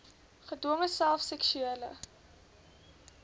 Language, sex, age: Afrikaans, female, 21